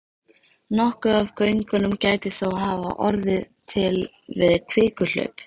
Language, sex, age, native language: Icelandic, female, 13, Icelandic